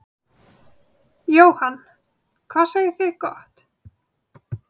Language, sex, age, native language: Icelandic, female, 30-39, Icelandic